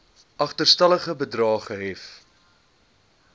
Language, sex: Afrikaans, male